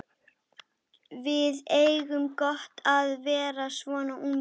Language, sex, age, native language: Icelandic, female, 12, Icelandic